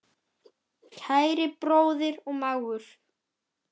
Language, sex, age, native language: Icelandic, male, 10, Icelandic